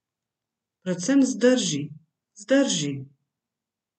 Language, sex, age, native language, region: Slovenian, female, 50-59, Slovenian, Central Slovenia